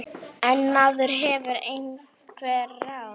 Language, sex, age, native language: Icelandic, female, 8, Icelandic